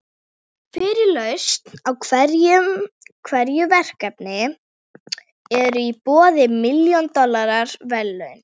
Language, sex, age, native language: Icelandic, female, 40-49, Icelandic